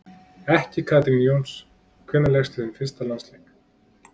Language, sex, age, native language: Icelandic, male, 30-39, Icelandic